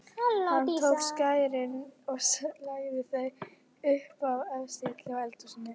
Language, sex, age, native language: Icelandic, female, 40-49, Icelandic